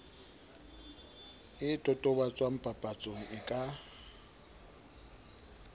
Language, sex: Southern Sotho, male